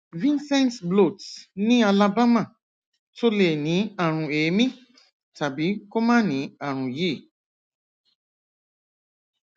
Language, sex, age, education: Yoruba, female, 46-60, tertiary